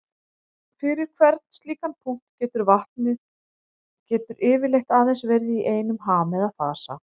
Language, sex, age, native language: Icelandic, female, 30-39, Icelandic